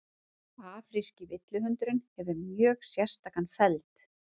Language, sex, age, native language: Icelandic, female, 30-39, Icelandic